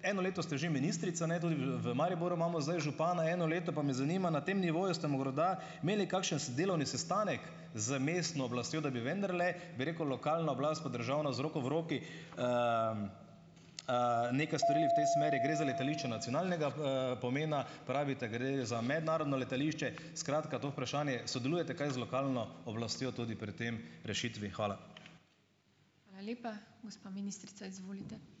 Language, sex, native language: Slovenian, male, Slovenian